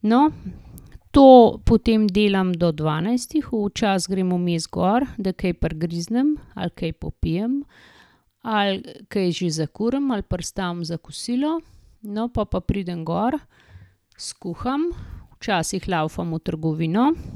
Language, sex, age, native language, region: Slovenian, female, 50-59, Slovenian, Gorenjska region